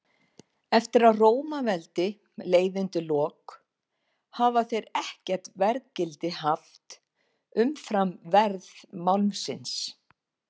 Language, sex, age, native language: Icelandic, female, 50-59, Icelandic